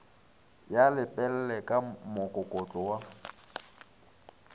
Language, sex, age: Northern Sotho, male, 20